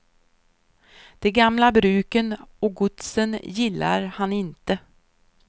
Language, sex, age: Swedish, female, 53